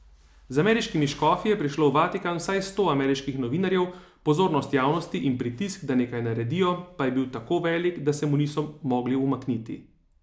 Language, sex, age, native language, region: Slovenian, male, 30-49, Slovenian, Savinja region